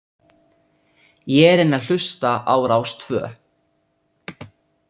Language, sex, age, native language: Icelandic, male, 30-39, Italian